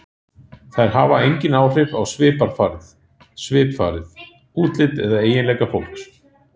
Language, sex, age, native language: Icelandic, male, 40-49, Icelandic